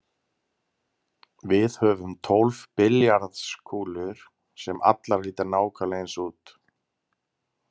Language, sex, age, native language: Icelandic, male, 30-39, Icelandic